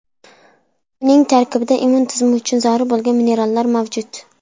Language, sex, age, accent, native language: Uzbek, female, under 19, Sirdaryo, Uzbek